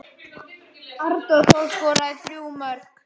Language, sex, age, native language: Icelandic, male, 9, Icelandic